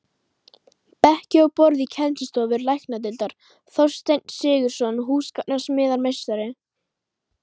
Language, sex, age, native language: Icelandic, female, 11, Icelandic